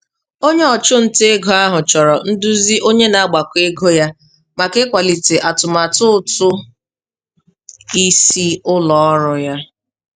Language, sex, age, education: Igbo, female, 30-45, tertiary